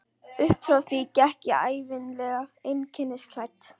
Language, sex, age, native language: Icelandic, female, 11, Icelandic